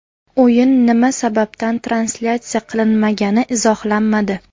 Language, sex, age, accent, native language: Uzbek, female, 19-29, Namangan, Uzbek